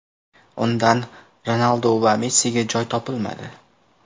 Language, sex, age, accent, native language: Uzbek, male, 18-24, Namangan, Uzbek